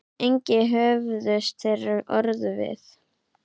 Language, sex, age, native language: Icelandic, female, 8, Icelandic